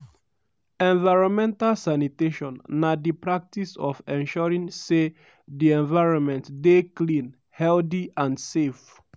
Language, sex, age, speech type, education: Nigerian Pidgin, male, 15-29, spontaneous, tertiary